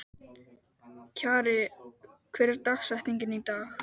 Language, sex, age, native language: Icelandic, male, 12, Icelandic